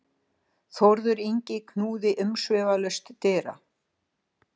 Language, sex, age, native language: Icelandic, female, 60-69, Icelandic